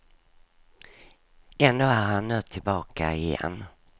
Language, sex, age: Swedish, female, 59